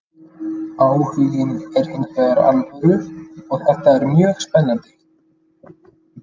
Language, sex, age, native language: Icelandic, male, 30-39, Icelandic